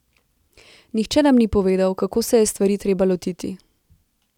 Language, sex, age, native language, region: Slovenian, female, 18-29, Slovenian, Central Slovenia